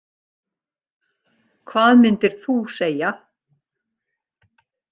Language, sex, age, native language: Icelandic, female, 60-69, Icelandic